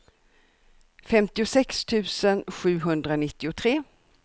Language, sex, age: Swedish, female, 64